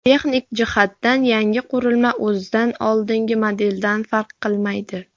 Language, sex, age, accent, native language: Uzbek, female, 40-49, Farg'ona, Uzbek